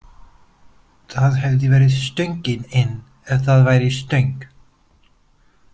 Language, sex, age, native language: Icelandic, male, 20-29, Polish